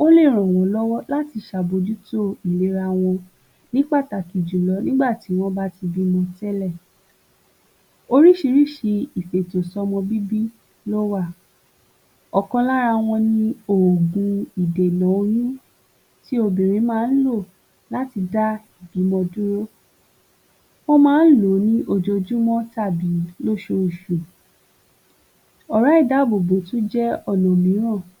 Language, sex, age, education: Yoruba, female, 15-29, tertiary